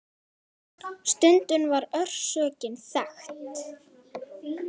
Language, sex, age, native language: Icelandic, female, 10, Icelandic